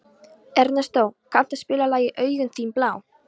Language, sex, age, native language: Icelandic, female, 13, Polish